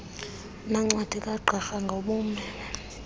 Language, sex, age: Xhosa, female, 21